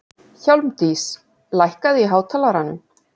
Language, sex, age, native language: Icelandic, female, 40-49, Icelandic